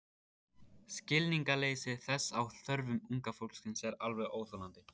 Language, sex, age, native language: Icelandic, male, 14, Icelandic